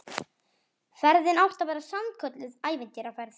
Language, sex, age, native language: Icelandic, female, 40-49, Icelandic